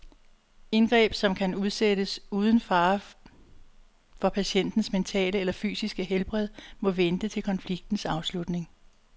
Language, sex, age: Danish, female, 62